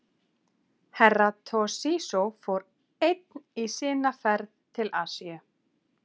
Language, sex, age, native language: Icelandic, female, 30-39, Icelandic